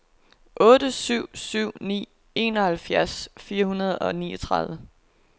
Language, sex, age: Danish, female, 22